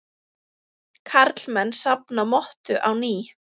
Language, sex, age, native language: Icelandic, female, 30-39, Icelandic